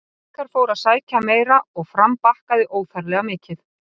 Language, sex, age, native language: Icelandic, female, 30-39, Icelandic